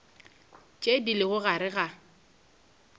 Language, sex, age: Northern Sotho, female, 26